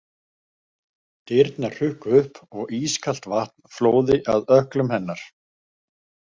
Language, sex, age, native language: Icelandic, male, 50-59, Icelandic